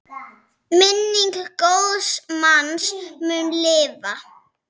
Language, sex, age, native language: Icelandic, female, 6, Icelandic